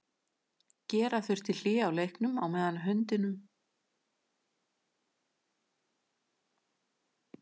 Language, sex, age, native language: Icelandic, female, 50-59, Icelandic